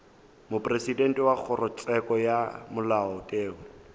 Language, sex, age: Northern Sotho, male, 18